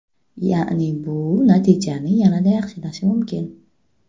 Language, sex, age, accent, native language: Uzbek, female, 25-34, Buxoro, Uzbek